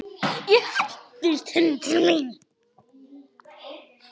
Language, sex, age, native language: Icelandic, male, 9, Icelandic